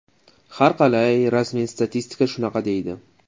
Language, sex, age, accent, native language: Uzbek, male, 25-34, Toshkent shahri, Uzbek